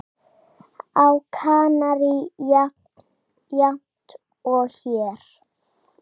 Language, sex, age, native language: Icelandic, male, 7, Icelandic